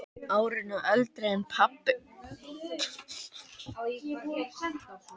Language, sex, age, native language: Icelandic, male, 10, Icelandic